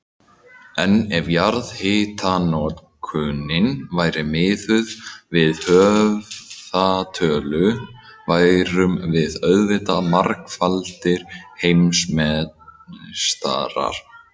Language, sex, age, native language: Icelandic, male, 18-19, Icelandic